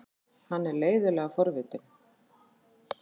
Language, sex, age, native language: Icelandic, female, 40-49, Icelandic